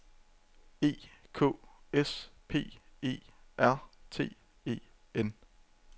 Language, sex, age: Danish, male, 27